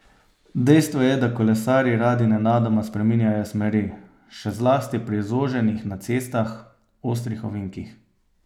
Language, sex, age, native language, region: Slovenian, male, 30-49, Slovenian, Savinja region